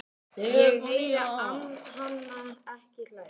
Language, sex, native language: Icelandic, other, Icelandic